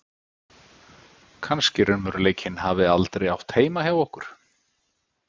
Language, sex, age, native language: Icelandic, male, 50-59, Icelandic